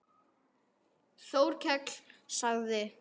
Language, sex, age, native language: Icelandic, male, 9, Icelandic